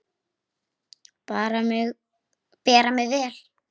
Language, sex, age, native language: Icelandic, female, 8, Icelandic